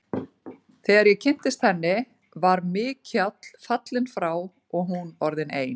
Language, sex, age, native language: Icelandic, female, 40-49, Icelandic